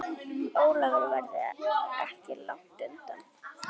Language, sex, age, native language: Icelandic, female, 9, Icelandic